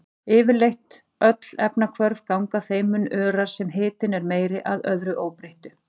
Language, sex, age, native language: Icelandic, female, 40-49, Icelandic